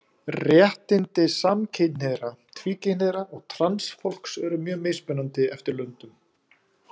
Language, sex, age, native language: Icelandic, male, 40-49, Icelandic